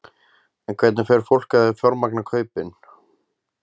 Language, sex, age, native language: Icelandic, male, 20-29, Icelandic